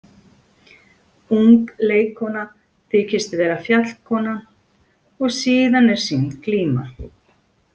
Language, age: Icelandic, 40-49